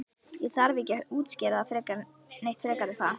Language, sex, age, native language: Icelandic, female, 11, Icelandic